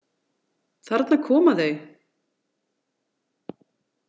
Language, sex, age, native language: Icelandic, female, 40-49, Icelandic